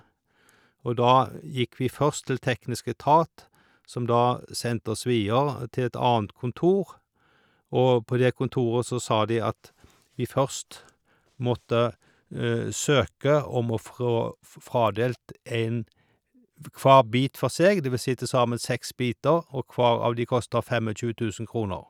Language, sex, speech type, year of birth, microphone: Norwegian, male, spontaneous, 1951, Shure